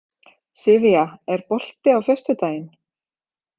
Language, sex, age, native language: Icelandic, female, 30-39, Icelandic